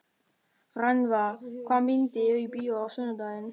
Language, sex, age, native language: Icelandic, male, 13, German